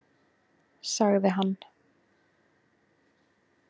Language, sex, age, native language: Icelandic, female, 20-29, Icelandic